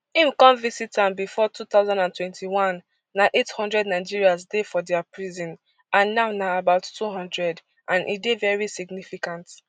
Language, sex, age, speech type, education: Nigerian Pidgin, female, 15-29, spontaneous, tertiary